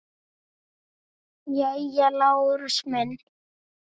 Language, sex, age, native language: Icelandic, female, 7, Icelandic